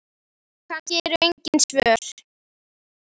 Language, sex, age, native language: Icelandic, female, 10, Icelandic